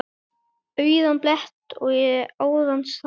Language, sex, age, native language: Icelandic, male, 9, Icelandic